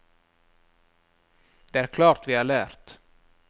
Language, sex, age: Norwegian, male, 37